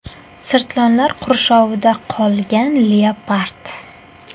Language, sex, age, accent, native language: Uzbek, female, 19-29, Qashqadaryo, Uzbek